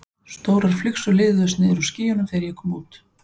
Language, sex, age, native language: Icelandic, male, 15, Icelandic